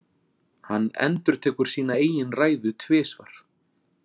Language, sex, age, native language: Icelandic, male, 40-49, Icelandic